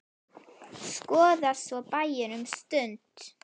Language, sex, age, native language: Icelandic, female, 9, Icelandic